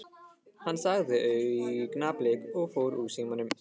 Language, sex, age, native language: Icelandic, male, 15, Icelandic